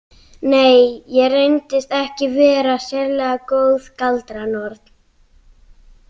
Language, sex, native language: Icelandic, other, Icelandic